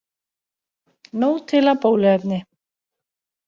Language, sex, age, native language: Icelandic, female, 40-49, Icelandic